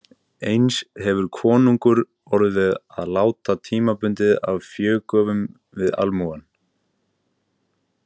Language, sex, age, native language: Icelandic, male, 18-19, Icelandic